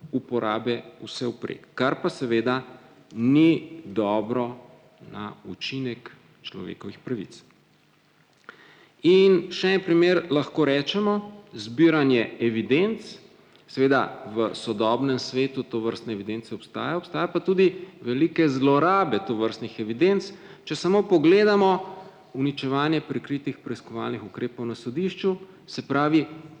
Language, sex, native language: Slovenian, male, Slovenian